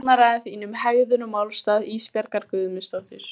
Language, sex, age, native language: Icelandic, female, 14, Icelandic